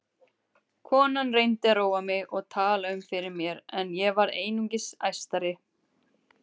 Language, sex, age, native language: Icelandic, female, 30-39, Icelandic